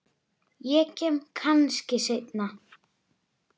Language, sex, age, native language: Icelandic, female, 10, Icelandic